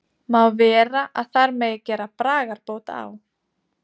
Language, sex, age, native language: Icelandic, female, 30-39, Icelandic